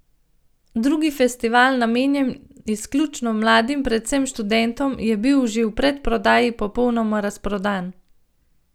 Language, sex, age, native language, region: Slovenian, female, 30-49, Slovenian, Gorenjska region